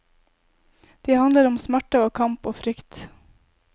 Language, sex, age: Norwegian, female, 20